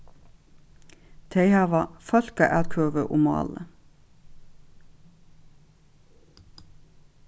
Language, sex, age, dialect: Faroese, female, 36-60, Suðurstreymoy